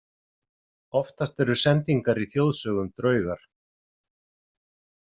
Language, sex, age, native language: Icelandic, male, 40-49, Icelandic